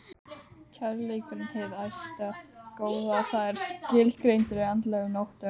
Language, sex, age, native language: Icelandic, other, 12, Icelandic